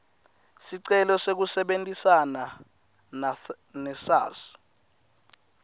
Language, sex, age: Swati, male, 19